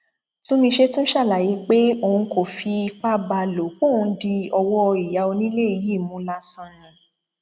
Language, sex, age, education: Yoruba, female, 15-29, tertiary